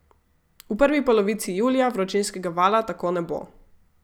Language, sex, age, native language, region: Slovenian, female, 18-29, Slovenian, Gorica region